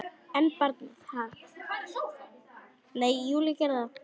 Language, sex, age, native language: Icelandic, female, 10, Icelandic